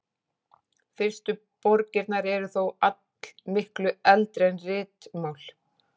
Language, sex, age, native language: Icelandic, female, 40-49, Icelandic